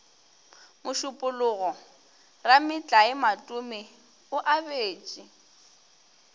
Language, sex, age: Northern Sotho, female, 21